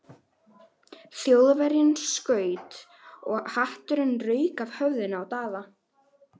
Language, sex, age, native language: Icelandic, female, 11, Icelandic